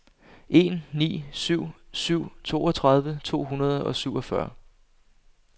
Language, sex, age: Danish, male, 25